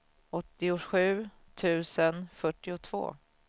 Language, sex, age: Swedish, female, 44